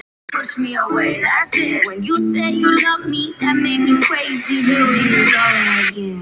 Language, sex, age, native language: Icelandic, female, 10, Icelandic